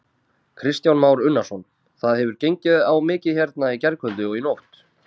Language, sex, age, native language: Icelandic, male, 30-39, Icelandic